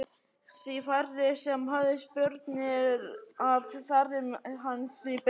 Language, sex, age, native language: Icelandic, male, 11, Icelandic